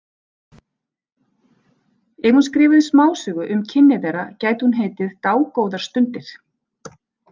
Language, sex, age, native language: Icelandic, female, 40-49, Icelandic